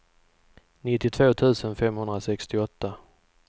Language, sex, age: Swedish, male, 44